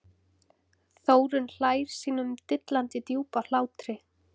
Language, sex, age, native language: Icelandic, female, 14, Icelandic